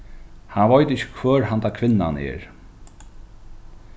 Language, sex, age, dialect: Faroese, male, 36-60, Norðuroyggjar